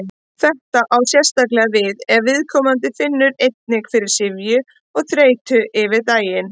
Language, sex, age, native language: Icelandic, female, 30-39, Icelandic